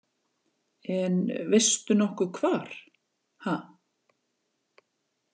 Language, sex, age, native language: Icelandic, female, 40-49, Icelandic